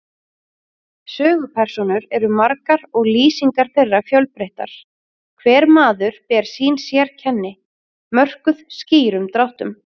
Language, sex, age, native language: Icelandic, female, 30-39, Icelandic